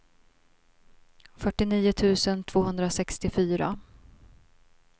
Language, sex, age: Swedish, female, 42